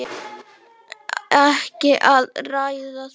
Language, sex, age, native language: Icelandic, male, 8, Icelandic